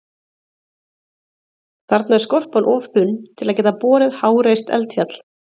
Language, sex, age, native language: Icelandic, female, 30-39, Icelandic